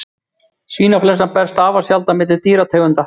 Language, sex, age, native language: Icelandic, male, 40-49, Icelandic